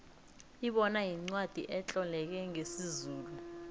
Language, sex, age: South Ndebele, female, 19